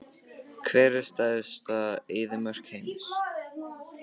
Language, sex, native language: Icelandic, male, Icelandic